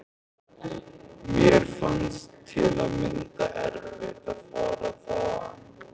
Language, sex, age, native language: Icelandic, male, 15, Icelandic